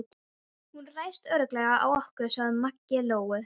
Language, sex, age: Icelandic, female, 13